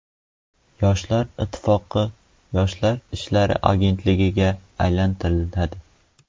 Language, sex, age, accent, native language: Uzbek, male, 12-17, Qoraqalpog'iston, Uzbek